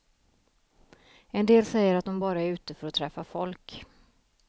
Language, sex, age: Swedish, female, 33